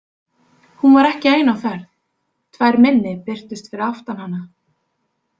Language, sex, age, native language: Icelandic, female, 20-29, Icelandic